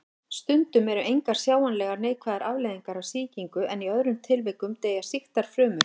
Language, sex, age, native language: Icelandic, female, 50-59, Icelandic